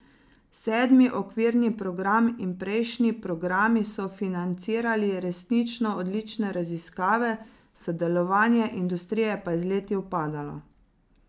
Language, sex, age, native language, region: Slovenian, female, 30-49, Slovenian, Zasavska region